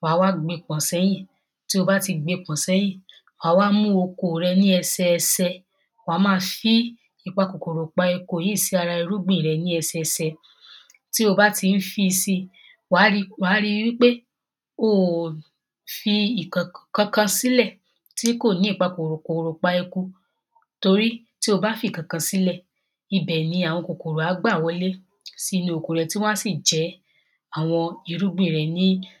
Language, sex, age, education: Yoruba, female, 15-29, secondary